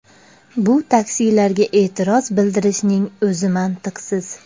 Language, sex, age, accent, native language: Uzbek, female, 35+, Andijon, Uzbek